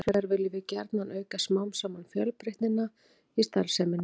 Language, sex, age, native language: Icelandic, female, 40-49, Icelandic